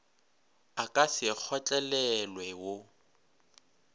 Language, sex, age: Northern Sotho, male, 26